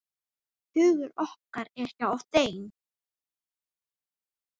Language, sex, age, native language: Icelandic, female, 9, Icelandic